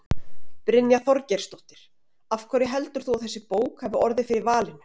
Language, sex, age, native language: Icelandic, female, 30-39, Icelandic